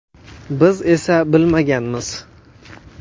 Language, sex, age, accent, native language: Uzbek, male, 19-29, Toshkent viloyati, Uzbek